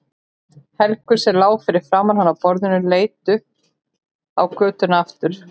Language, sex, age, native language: Icelandic, female, 40-49, Icelandic